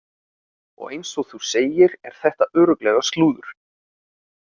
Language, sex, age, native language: Icelandic, male, 30-39, Icelandic